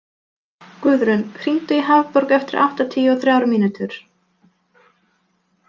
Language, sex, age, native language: Icelandic, female, 20-29, Polish